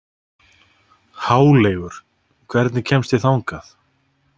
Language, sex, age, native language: Icelandic, male, 30-39, Icelandic